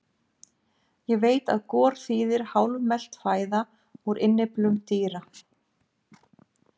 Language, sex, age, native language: Icelandic, female, 50-59, Icelandic